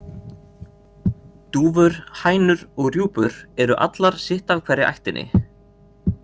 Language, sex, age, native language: Icelandic, male, 30-39, Icelandic